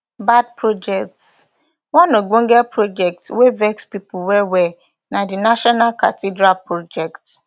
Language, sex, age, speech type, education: Nigerian Pidgin, female, 15-29, spontaneous, tertiary